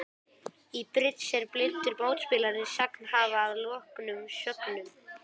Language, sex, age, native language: Icelandic, female, 18-19, Icelandic